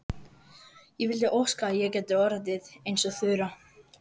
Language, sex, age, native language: Icelandic, female, 11, Icelandic